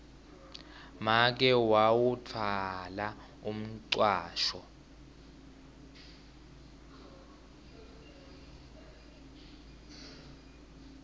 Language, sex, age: Swati, male, 18